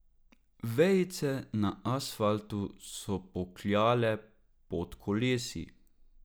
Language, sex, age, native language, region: Slovenian, male, 18-29, Slovenian, Drava region